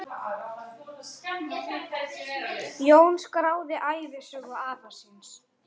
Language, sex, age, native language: Icelandic, male, 9, Icelandic